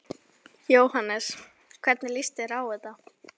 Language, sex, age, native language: Icelandic, female, 11, Icelandic